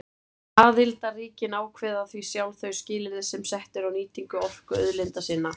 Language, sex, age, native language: Icelandic, male, 30-39, Icelandic